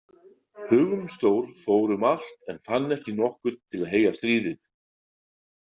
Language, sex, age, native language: Icelandic, male, 50-59, Icelandic